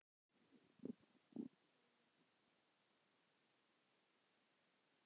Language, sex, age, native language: Icelandic, male, 10, Icelandic